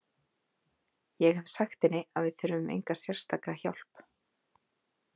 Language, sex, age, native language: Icelandic, female, 30-39, Icelandic